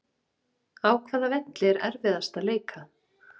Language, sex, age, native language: Icelandic, female, 30-39, Icelandic